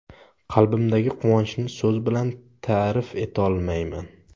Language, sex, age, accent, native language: Uzbek, male, 18-24, Samarqand, Uzbek